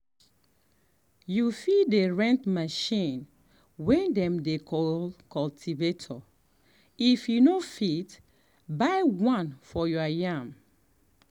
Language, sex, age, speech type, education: Nigerian Pidgin, female, 30-45, spontaneous, tertiary